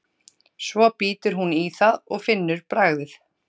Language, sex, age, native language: Icelandic, female, 30-39, Icelandic